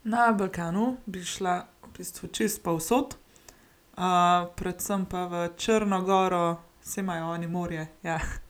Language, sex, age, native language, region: Slovenian, female, 18-29, Slovenian, Gorenjska region